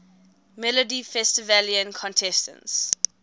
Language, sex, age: English, female, 20